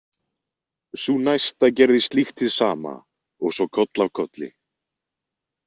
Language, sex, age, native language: Icelandic, male, 20-29, Icelandic